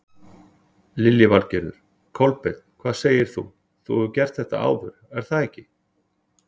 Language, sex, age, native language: Icelandic, male, 40-49, Icelandic